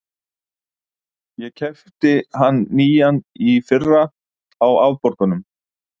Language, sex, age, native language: Icelandic, male, 50-59, Icelandic